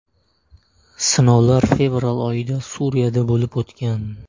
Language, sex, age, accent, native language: Uzbek, male, 18-24, Surxondaryo, Uzbek